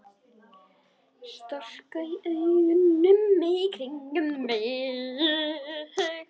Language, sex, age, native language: Icelandic, female, 10, Icelandic